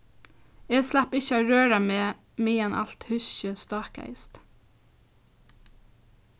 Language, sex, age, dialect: Faroese, female, 15-35, Norðurstreymoy/Eysturoy